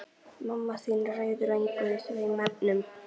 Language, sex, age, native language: Icelandic, male, 11, Icelandic